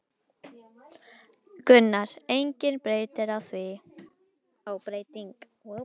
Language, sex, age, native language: Icelandic, male, 10, Icelandic